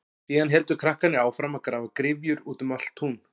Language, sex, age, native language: Icelandic, male, 40-49, Icelandic